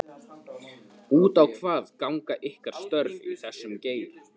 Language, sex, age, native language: Icelandic, male, 15, Icelandic